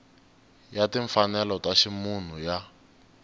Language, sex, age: Tsonga, male, 19